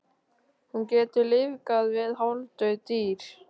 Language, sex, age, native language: Icelandic, male, 13, Icelandic